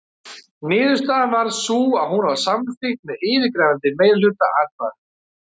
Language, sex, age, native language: Icelandic, male, 30-39, Icelandic